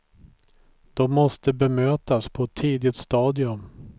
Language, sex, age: Swedish, male, 43